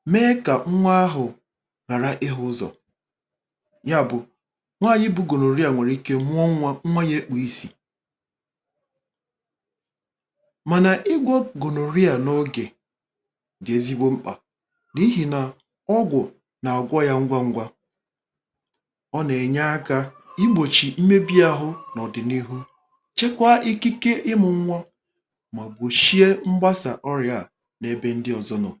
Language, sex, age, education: Igbo, male, 30-45, tertiary